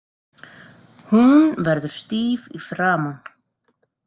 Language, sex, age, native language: Icelandic, female, 40-49, Icelandic